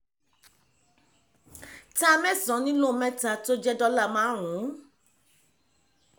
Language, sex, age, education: Yoruba, female, 15-29, tertiary